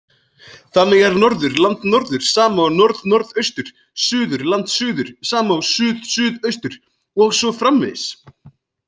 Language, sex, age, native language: Icelandic, male, 20-29, Icelandic